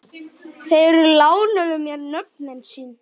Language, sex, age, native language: Icelandic, male, 10, Icelandic